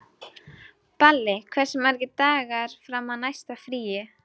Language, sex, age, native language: Icelandic, female, 12, Icelandic